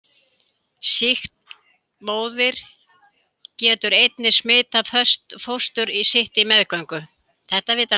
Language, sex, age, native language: Icelandic, female, 70-79, Icelandic